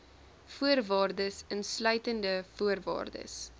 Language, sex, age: Afrikaans, female, 20